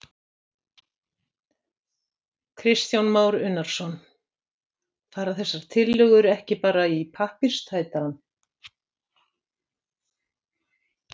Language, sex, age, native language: Icelandic, female, 60-69, Icelandic